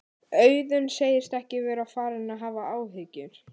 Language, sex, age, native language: Icelandic, male, 18-19, Icelandic